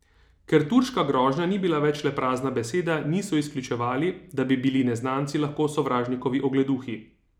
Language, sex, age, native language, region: Slovenian, male, 30-49, Slovenian, Savinja region